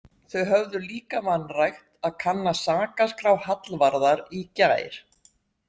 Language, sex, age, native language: Icelandic, female, 60-69, Icelandic